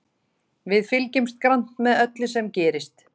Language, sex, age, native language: Icelandic, female, 30-39, Icelandic